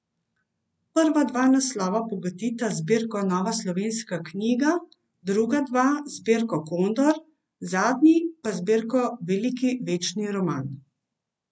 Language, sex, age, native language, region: Slovenian, female, 50-59, Slovenian, Central Slovenia